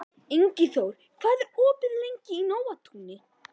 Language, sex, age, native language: Icelandic, male, 11, Icelandic